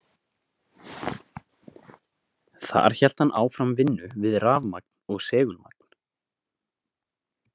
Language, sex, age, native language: Icelandic, male, 20-29, Icelandic